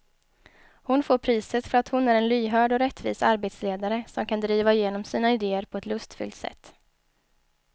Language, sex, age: Swedish, female, 23